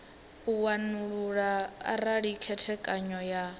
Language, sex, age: Venda, female, 18